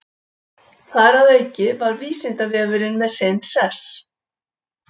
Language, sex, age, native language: Icelandic, female, 70-79, Icelandic